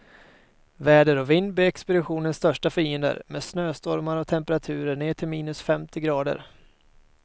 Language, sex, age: Swedish, male, 22